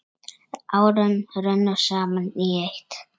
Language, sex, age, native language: Icelandic, male, 7, Icelandic